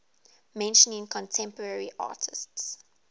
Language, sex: English, female